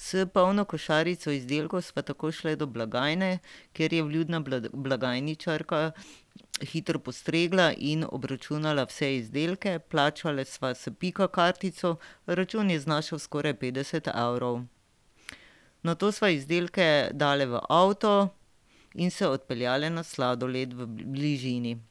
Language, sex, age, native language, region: Slovenian, female, 50-59, Slovenian, Drava region